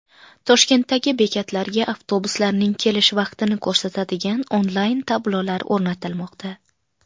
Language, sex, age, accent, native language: Uzbek, female, 19-29, Qashqadaryo, Uzbek